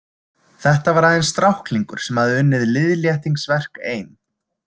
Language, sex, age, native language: Icelandic, male, 20-29, Icelandic